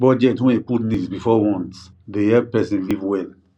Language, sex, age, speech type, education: Nigerian Pidgin, male, 30-45, spontaneous, tertiary